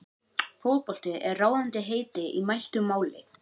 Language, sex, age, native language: Icelandic, male, 18-19, Icelandic